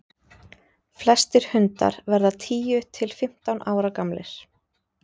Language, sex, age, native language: Icelandic, female, 30-39, Icelandic